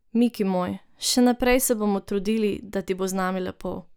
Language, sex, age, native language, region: Slovenian, female, 18-29, Slovenian, Drava region